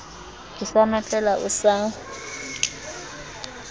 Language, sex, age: Southern Sotho, female, 22